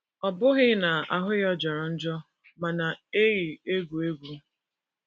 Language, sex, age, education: Igbo, female, 15-29, tertiary